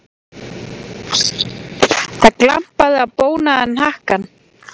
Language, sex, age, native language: Icelandic, female, 40-49, Icelandic